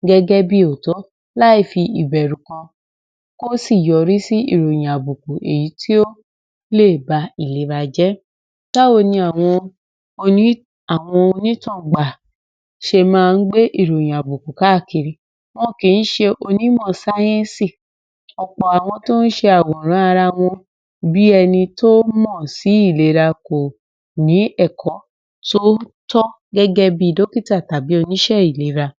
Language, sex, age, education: Yoruba, female, 30-45, tertiary